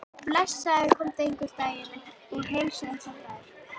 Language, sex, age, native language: Icelandic, female, 11, Icelandic